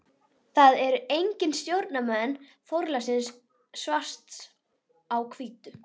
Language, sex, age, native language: Icelandic, female, 11, Icelandic